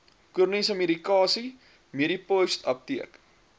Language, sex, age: Afrikaans, male, 23